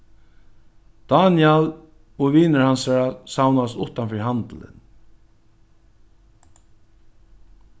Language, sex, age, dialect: Faroese, male, 61+, Norðuroyggjar